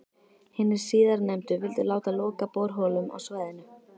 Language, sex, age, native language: Icelandic, female, 13, Icelandic